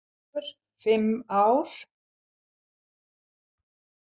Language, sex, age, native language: Icelandic, female, 70-79, Icelandic